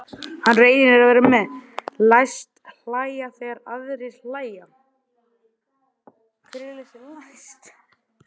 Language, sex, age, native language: Icelandic, male, 11, Icelandic